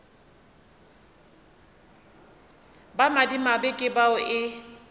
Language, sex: Northern Sotho, female